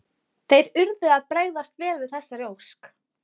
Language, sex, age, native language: Icelandic, female, 12, Icelandic